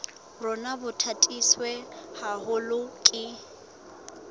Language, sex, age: Southern Sotho, female, 19